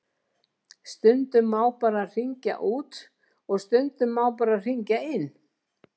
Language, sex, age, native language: Icelandic, female, 70-79, Icelandic